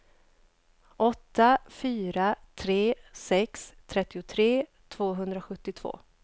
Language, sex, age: Swedish, female, 29